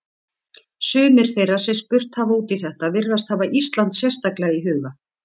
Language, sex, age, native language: Icelandic, female, 50-59, Icelandic